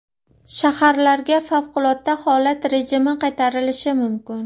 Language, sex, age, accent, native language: Uzbek, female, 30-39, Farg'ona, Uzbek